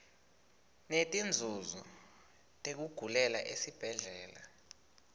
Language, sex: Swati, male